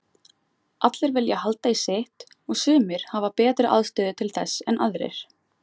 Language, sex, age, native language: Icelandic, female, 20-29, Icelandic